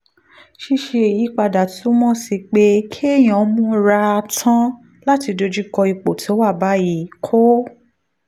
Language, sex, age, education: Yoruba, female, 15-29, tertiary